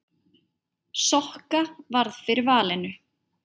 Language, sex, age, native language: Icelandic, female, 8, Icelandic